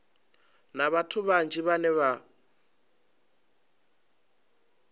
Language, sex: Venda, male